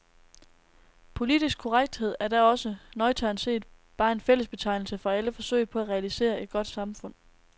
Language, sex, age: Danish, female, 19